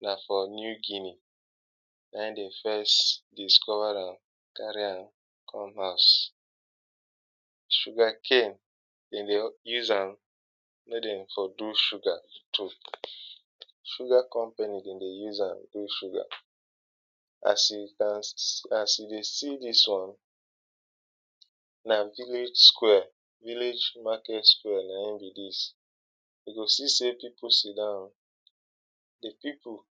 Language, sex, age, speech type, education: Nigerian Pidgin, male, 15-29, spontaneous, tertiary